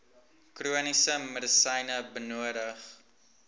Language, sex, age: Afrikaans, male, 19